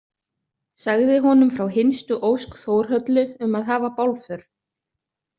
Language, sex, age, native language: Icelandic, other, 30-39, Icelandic